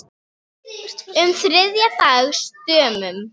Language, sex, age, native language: Icelandic, female, 8, Icelandic